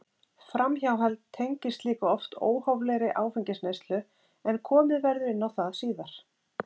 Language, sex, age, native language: Icelandic, female, 30-39, Icelandic